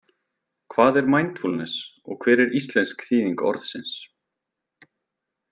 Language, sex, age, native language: Icelandic, male, 20-29, Icelandic